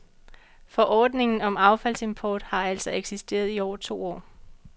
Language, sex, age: Danish, female, 45